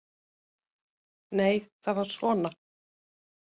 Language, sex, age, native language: Icelandic, female, 50-59, Icelandic